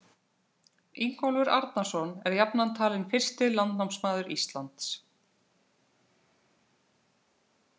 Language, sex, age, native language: Icelandic, female, 30-39, Icelandic